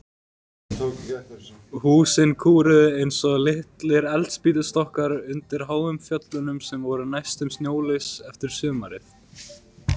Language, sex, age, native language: Icelandic, male, 18-19, Icelandic